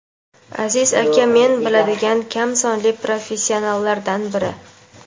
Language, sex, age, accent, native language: Uzbek, female, 18-24, Toshkent viloyati, Uzbek